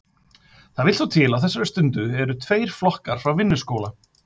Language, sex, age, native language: Icelandic, male, 50-59, Icelandic